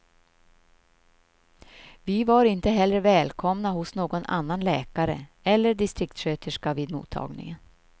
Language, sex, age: Swedish, female, 53